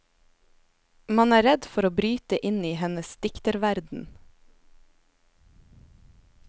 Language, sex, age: Norwegian, female, 27